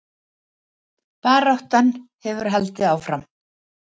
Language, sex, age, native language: Icelandic, female, 70-79, Icelandic